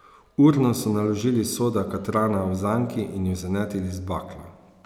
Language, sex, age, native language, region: Slovenian, male, 30-49, Slovenian, Savinja region